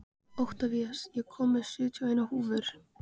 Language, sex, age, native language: Icelandic, female, 15, Icelandic